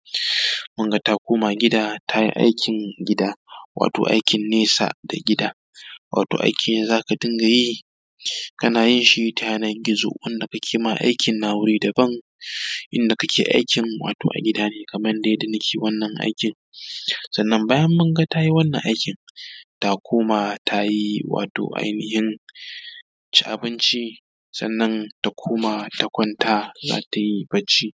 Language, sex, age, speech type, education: Hausa, male, 15-29, spontaneous, tertiary